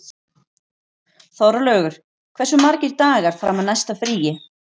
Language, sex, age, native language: Icelandic, female, 40-49, Icelandic